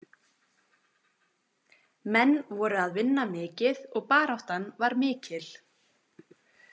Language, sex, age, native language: Icelandic, female, 20-29, Icelandic